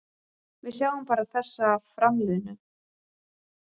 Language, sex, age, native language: Icelandic, female, 30-39, Icelandic